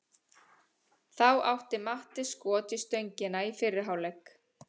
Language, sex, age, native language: Icelandic, female, 30-39, Icelandic